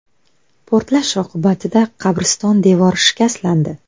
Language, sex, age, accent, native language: Uzbek, female, 19-29, Buxoro, Uzbek